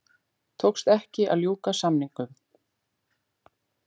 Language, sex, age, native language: Icelandic, female, 40-49, Icelandic